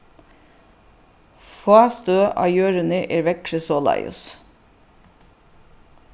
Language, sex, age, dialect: Faroese, female, 36-60, Suðuroy